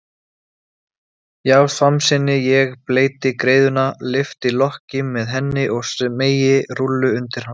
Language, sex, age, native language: Icelandic, male, 20-29, Icelandic